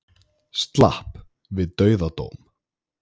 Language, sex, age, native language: Icelandic, male, 20-29, Icelandic